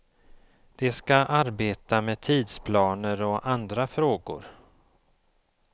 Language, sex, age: Swedish, male, 54